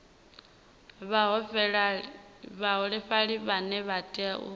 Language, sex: Venda, female